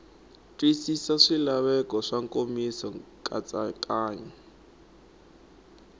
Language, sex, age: Tsonga, male, 19